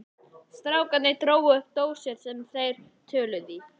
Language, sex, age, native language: Icelandic, male, 11, Icelandic